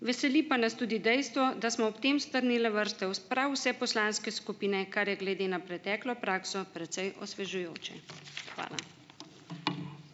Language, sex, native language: Slovenian, female, Slovenian